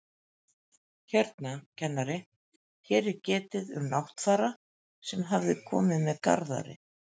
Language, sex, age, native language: Icelandic, female, 50-59, Icelandic